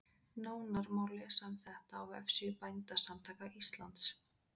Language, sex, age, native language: Icelandic, female, 20-29, Icelandic